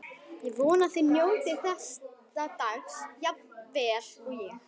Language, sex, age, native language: Icelandic, female, 11, Icelandic